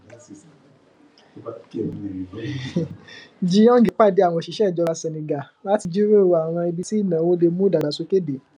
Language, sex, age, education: Yoruba, male, 15-29, tertiary